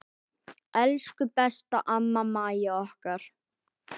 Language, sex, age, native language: Icelandic, male, 10, Icelandic